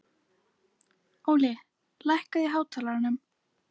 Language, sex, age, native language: Icelandic, female, 11, Icelandic